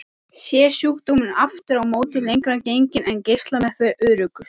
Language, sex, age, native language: Icelandic, female, 14, Icelandic